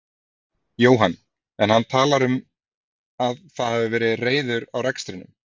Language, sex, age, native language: Icelandic, male, 30-39, Icelandic